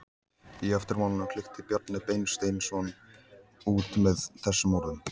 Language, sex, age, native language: Icelandic, male, 14, Icelandic